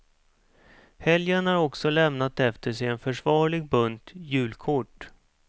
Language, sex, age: Swedish, male, 47